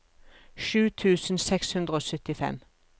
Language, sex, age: Norwegian, female, 42